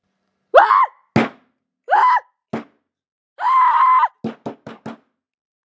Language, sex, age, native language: Icelandic, male, 12, Icelandic